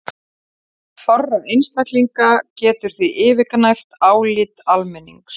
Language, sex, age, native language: Icelandic, female, 40-49, Icelandic